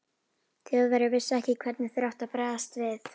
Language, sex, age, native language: Icelandic, female, 11, Icelandic